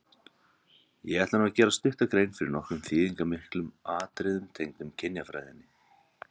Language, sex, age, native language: Icelandic, male, 30-39, Icelandic